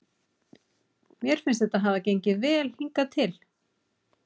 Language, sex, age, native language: Icelandic, female, 40-49, Icelandic